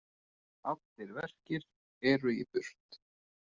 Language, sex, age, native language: Icelandic, male, 20-29, Icelandic